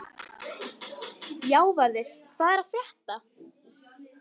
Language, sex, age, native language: Icelandic, female, 18-19, Icelandic